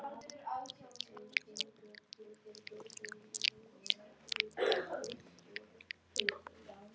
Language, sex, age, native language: Icelandic, female, 18-19, Icelandic